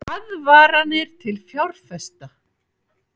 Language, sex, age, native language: Icelandic, female, 50-59, Icelandic